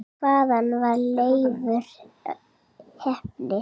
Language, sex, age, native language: Icelandic, female, 7, Icelandic